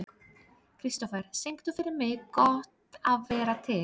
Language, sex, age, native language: Icelandic, female, 30-39, Polish